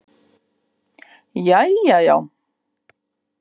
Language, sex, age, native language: Icelandic, female, 50-59, Icelandic